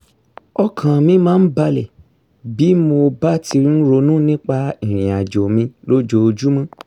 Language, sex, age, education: Yoruba, male, 30-45, tertiary